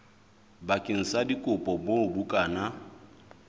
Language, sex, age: Southern Sotho, male, 26